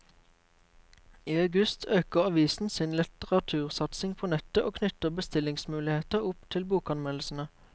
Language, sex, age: Norwegian, male, 23